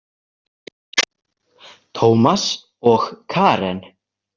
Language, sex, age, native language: Icelandic, male, 18-19, Icelandic